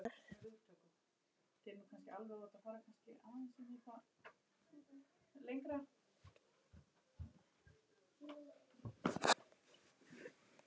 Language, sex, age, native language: Icelandic, male, 8, Icelandic